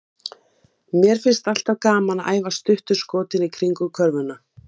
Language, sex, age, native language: Icelandic, female, 50-59, Icelandic